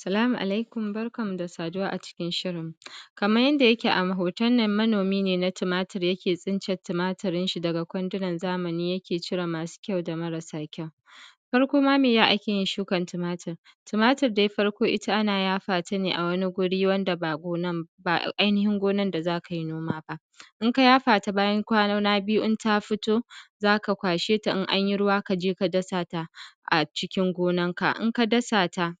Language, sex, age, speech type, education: Hausa, male, 15-29, spontaneous, tertiary